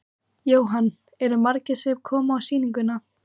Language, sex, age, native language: Icelandic, female, 14, Icelandic